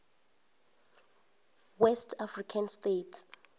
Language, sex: Venda, female